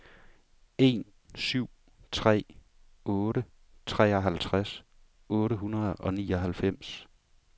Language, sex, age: Danish, male, 35